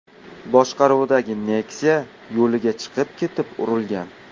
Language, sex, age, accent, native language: Uzbek, male, 18-24, Qashqadaryo, Uzbek